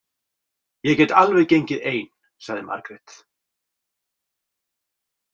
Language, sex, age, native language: Icelandic, male, 40-49, Icelandic